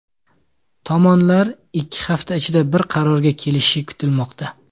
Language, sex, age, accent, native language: Uzbek, male, 25-34, Samarqand, Uzbek